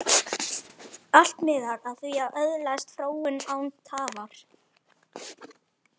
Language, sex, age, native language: Icelandic, male, 11, Icelandic